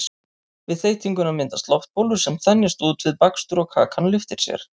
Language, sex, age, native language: Icelandic, male, 30-39, Icelandic